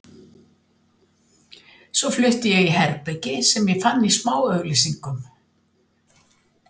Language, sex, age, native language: Icelandic, female, 70-79, Icelandic